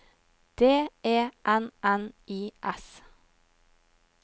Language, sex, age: Norwegian, female, 21